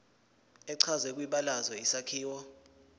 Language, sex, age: Zulu, male, 19